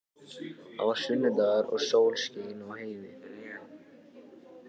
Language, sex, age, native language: Icelandic, male, 14, Icelandic